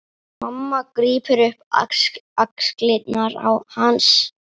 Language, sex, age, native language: Icelandic, male, 8, Icelandic